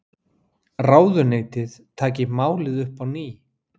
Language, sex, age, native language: Icelandic, male, 40-49, Icelandic